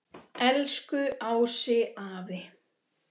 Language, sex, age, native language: Icelandic, male, 6, Icelandic